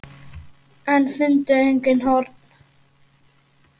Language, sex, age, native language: Icelandic, male, 8, Icelandic